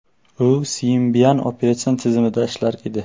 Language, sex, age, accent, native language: Uzbek, male, 12-17, Qashqadaryo, Uzbek